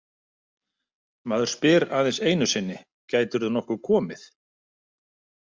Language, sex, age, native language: Icelandic, male, 50-59, Icelandic